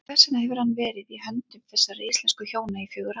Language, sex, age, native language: Icelandic, female, 40-49, Icelandic